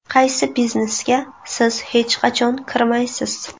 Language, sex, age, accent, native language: Uzbek, female, 18-24, Buxoro, Uzbek